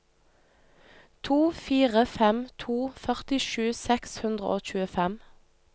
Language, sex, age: Norwegian, female, 25